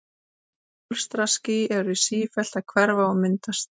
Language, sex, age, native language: Icelandic, female, 30-39, Icelandic